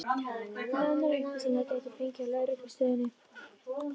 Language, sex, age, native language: Icelandic, female, 13, Icelandic